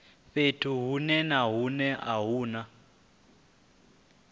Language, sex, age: Venda, male, 22